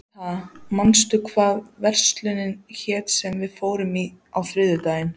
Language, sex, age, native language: Icelandic, female, 14, Icelandic